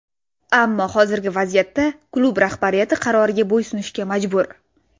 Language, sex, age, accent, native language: Uzbek, female, 19-29, Toshkent viloyati, Russian